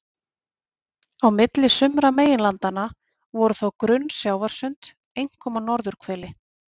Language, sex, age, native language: Icelandic, female, 40-49, Icelandic